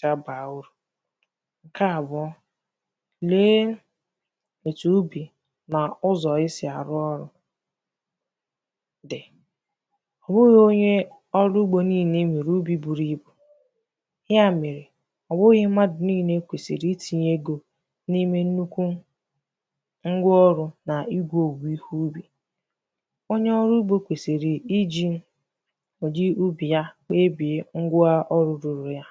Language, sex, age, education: Igbo, female, 15-29, tertiary